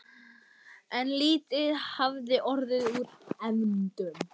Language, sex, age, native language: Icelandic, male, 11, Icelandic